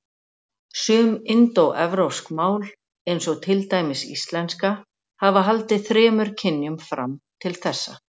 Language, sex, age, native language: Icelandic, female, 40-49, Icelandic